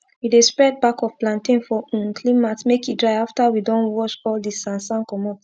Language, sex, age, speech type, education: Nigerian Pidgin, female, 15-29, spontaneous, tertiary